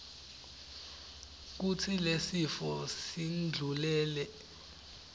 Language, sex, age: Swati, male, 18